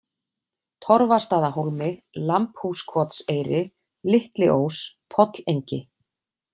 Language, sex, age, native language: Icelandic, female, 40-49, Icelandic